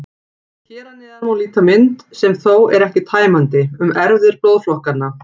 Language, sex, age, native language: Icelandic, female, 40-49, Icelandic